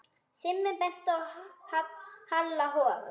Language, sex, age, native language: Icelandic, female, 9, Icelandic